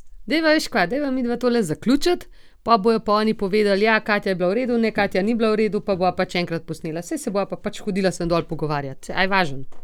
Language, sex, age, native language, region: Slovenian, female, 30-49, Slovenian, Gorenjska region